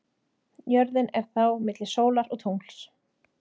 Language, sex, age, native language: Icelandic, female, 30-39, Icelandic